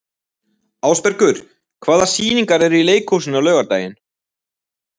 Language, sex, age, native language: Icelandic, male, 20-29, Icelandic